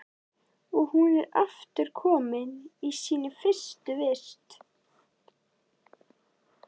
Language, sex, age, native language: Icelandic, female, 11, Icelandic